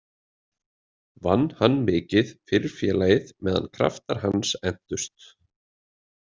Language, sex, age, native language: Icelandic, male, 20-29, Icelandic